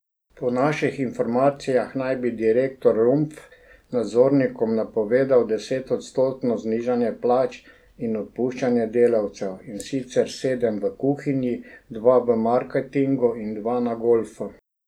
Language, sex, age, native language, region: Slovenian, male, 60+, Slovenian, Drava region